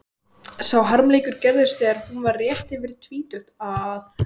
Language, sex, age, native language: Icelandic, female, 12, Icelandic